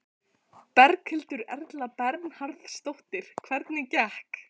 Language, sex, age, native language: Icelandic, female, 14, Icelandic